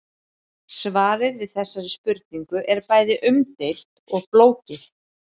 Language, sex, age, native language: Icelandic, female, 30-39, Icelandic